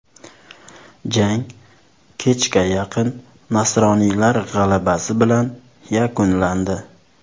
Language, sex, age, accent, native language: Uzbek, male, 19-29, Surxondaryo, Uzbek